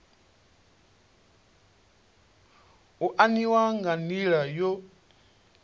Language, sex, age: Venda, male, 28